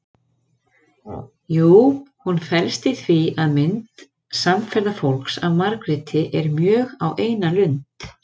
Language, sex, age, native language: Icelandic, female, 40-49, Icelandic